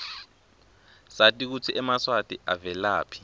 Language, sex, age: Swati, male, 23